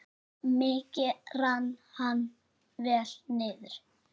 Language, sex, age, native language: Icelandic, female, 6, Icelandic